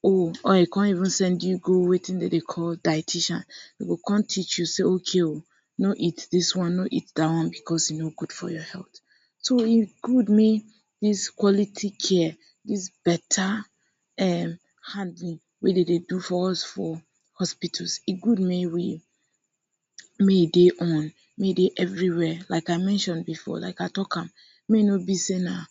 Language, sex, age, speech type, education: Nigerian Pidgin, female, 15-29, spontaneous, tertiary